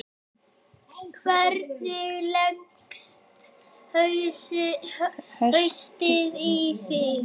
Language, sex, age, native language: Icelandic, male, 10, Icelandic